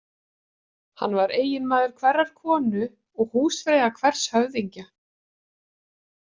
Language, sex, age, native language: Icelandic, female, 40-49, Icelandic